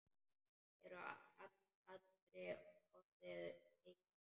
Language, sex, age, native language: Icelandic, male, 10, Icelandic